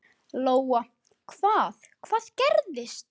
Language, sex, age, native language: Icelandic, male, 10, Icelandic